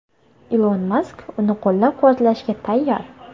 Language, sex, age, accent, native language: Uzbek, female, 18-24, Toshkent shahri, Uzbek